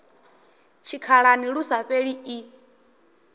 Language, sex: Venda, male